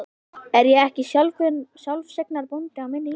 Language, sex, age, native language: Icelandic, female, 11, Icelandic